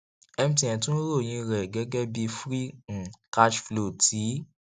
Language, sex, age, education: Yoruba, male, 15-29, tertiary